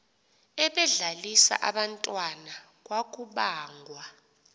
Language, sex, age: Xhosa, female, 28